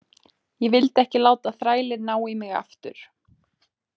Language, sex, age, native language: Icelandic, female, 20-29, Icelandic